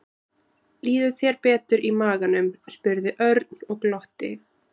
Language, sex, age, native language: Icelandic, male, 20-29, Icelandic